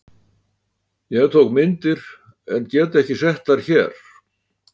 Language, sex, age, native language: Icelandic, male, 80-89, Icelandic